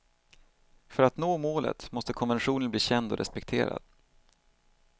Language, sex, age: Swedish, male, 38